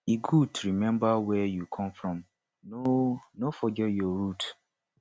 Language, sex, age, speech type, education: Nigerian Pidgin, male, 15-29, spontaneous, tertiary